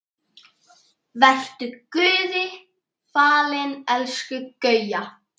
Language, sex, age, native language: Icelandic, male, 9, Icelandic